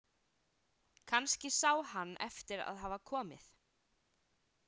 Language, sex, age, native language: Icelandic, female, 18-19, Icelandic